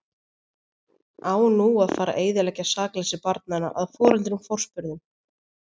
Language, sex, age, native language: Icelandic, female, 20-29, Icelandic